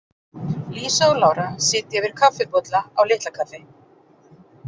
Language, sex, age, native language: Icelandic, female, 40-49, Icelandic